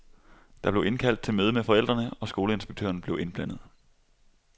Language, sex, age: Danish, male, 25